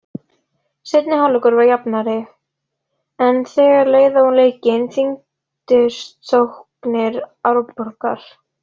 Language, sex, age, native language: Icelandic, female, 40-49, Icelandic